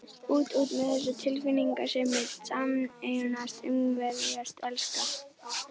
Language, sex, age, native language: Icelandic, female, 11, Icelandic